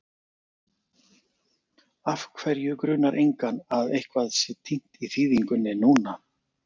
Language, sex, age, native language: Icelandic, male, 40-49, Icelandic